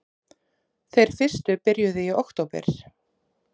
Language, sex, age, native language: Icelandic, female, 30-39, Icelandic